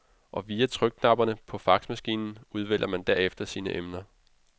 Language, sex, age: Danish, male, 32